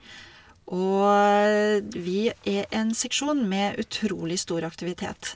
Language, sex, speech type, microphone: Norwegian, female, spontaneous, Shure